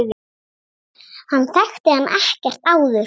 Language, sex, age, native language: Icelandic, female, 7, Icelandic